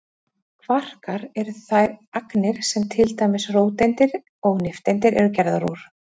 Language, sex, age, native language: Icelandic, female, 40-49, Icelandic